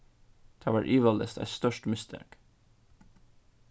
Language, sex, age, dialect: Faroese, male, 15-35, Suðurstreymoy